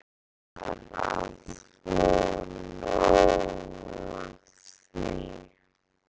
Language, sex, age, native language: Icelandic, female, 18-19, Icelandic